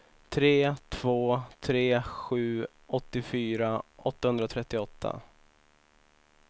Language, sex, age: Swedish, male, 25